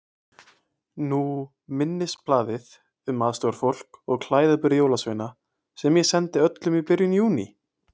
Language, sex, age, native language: Icelandic, male, 20-29, Icelandic